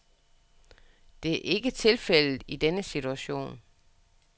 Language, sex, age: Danish, female, 61